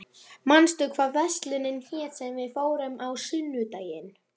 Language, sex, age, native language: Icelandic, male, 11, Icelandic